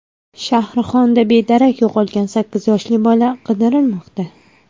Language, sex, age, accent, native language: Uzbek, female, 19-29, Farg'ona, Uzbek